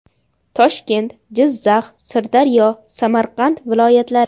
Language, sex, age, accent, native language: Uzbek, female, under 19, Farg'ona, Uzbek